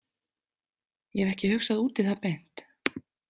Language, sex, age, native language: Icelandic, female, 30-39, Icelandic